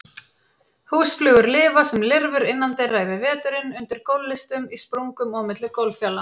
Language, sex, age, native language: Icelandic, female, 30-39, Icelandic